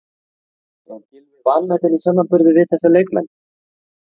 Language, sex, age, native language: Icelandic, male, 30-39, Icelandic